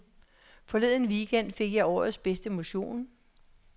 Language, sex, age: Danish, female, 66